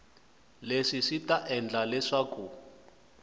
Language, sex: Tsonga, male